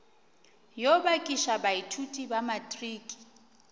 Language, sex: Northern Sotho, female